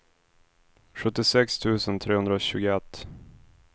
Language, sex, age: Swedish, male, 26